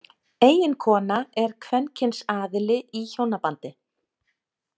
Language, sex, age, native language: Icelandic, female, 30-39, Icelandic